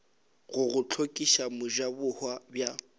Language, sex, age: Northern Sotho, male, 18